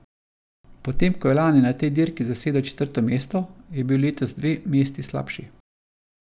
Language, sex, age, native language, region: Slovenian, male, 50-59, Slovenian, Savinja region